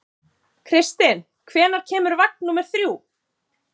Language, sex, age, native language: Icelandic, female, 30-39, Icelandic